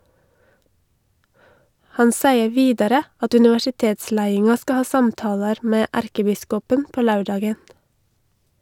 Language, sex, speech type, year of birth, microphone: Norwegian, female, read, 1982, Shure